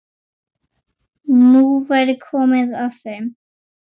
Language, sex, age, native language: Icelandic, male, 9, Icelandic